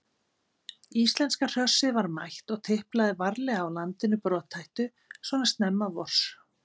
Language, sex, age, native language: Icelandic, female, 50-59, Icelandic